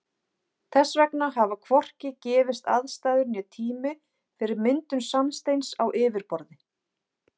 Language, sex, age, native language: Icelandic, female, 40-49, Icelandic